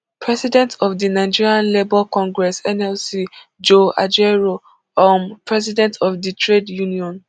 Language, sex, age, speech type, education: Nigerian Pidgin, female, 15-29, spontaneous, tertiary